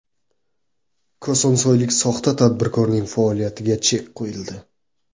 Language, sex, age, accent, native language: Uzbek, male, 18-24, Qoraqalpog'iston, Karakalpak